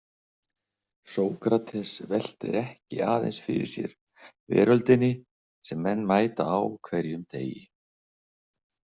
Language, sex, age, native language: Icelandic, male, 60-69, Icelandic